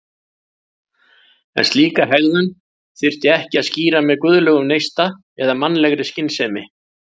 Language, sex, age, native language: Icelandic, male, 60-69, Icelandic